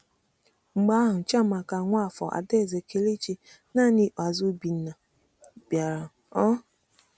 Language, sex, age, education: Igbo, female, 30-45, tertiary